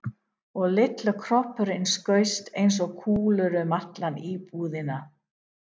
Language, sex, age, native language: Icelandic, female, 50-59, English